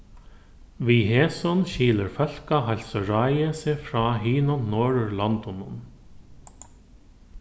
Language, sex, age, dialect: Faroese, male, 36-60, Norðurstreymoy/Eysturoy